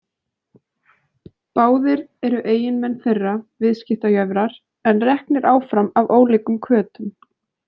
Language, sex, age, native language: Icelandic, female, 20-29, Icelandic